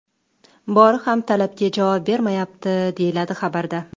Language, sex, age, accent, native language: Uzbek, female, 25-34, Toshkent shahri, Uzbek